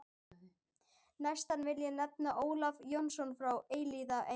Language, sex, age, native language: Icelandic, female, 12, Icelandic